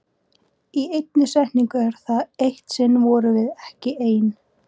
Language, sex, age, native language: Icelandic, female, 18-19, Icelandic